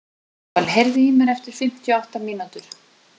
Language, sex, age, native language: Icelandic, female, 40-49, Icelandic